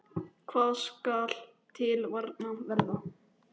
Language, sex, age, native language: Icelandic, male, 10, Icelandic